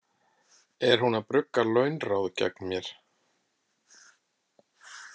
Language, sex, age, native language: Icelandic, male, 50-59, Icelandic